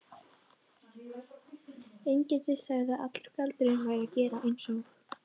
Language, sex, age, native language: Icelandic, female, 13, Icelandic